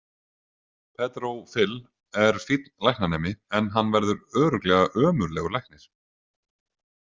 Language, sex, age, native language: Icelandic, male, 40-49, Icelandic